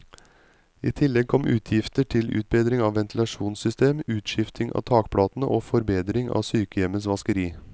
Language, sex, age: Norwegian, male, 35